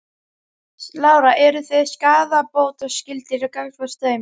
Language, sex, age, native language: Icelandic, female, 12, Icelandic